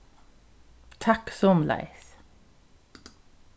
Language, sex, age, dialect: Faroese, female, 36-60, Suðurstreymoy